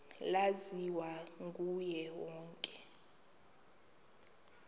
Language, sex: Xhosa, female